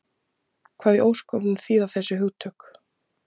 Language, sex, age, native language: Icelandic, female, 30-39, Icelandic